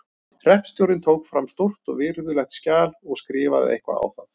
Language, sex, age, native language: Icelandic, male, 30-39, Icelandic